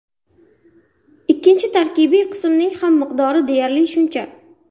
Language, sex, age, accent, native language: Uzbek, female, 19-29, Buxoro, Uzbek